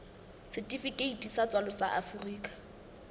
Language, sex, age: Southern Sotho, female, 19